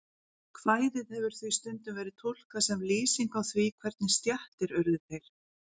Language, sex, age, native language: Icelandic, female, 40-49, Icelandic